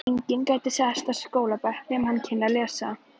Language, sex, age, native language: Icelandic, female, 11, Icelandic